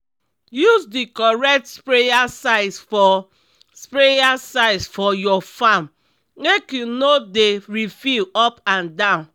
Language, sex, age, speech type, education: Nigerian Pidgin, female, 30-45, spontaneous, tertiary